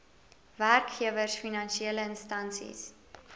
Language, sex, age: Afrikaans, female, 22